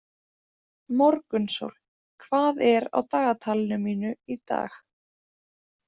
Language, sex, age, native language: Icelandic, female, 20-29, Icelandic